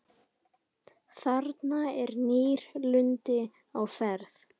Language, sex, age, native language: Icelandic, female, 10, Icelandic